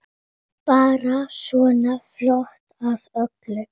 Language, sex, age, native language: Icelandic, female, 8, Icelandic